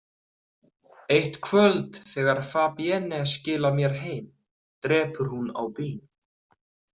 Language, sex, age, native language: Icelandic, male, 30-39, Icelandic